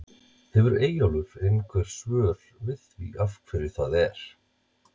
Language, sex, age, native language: Icelandic, male, 30-39, Icelandic